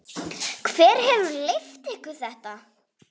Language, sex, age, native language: Icelandic, female, 5, Icelandic